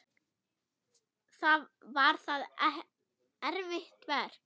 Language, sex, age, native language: Icelandic, female, 8, German